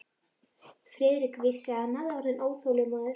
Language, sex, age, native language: Icelandic, female, 13, Icelandic